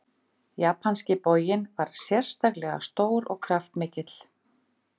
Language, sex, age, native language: Icelandic, female, 50-59, Icelandic